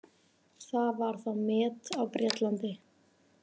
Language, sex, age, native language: Icelandic, female, 18-19, Icelandic